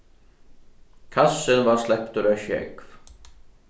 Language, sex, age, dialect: Faroese, male, 15-35, Norðurstreymoy/Eysturoy